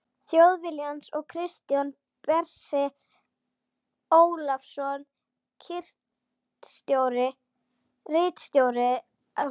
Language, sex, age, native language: Icelandic, female, 11, Icelandic